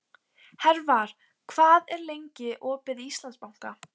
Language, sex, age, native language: Icelandic, female, 15, Icelandic